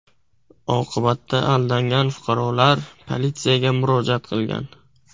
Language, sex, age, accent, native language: Uzbek, male, 18-24, Buxoro, Uzbek